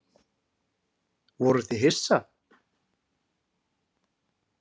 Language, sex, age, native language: Icelandic, male, 20-29, Icelandic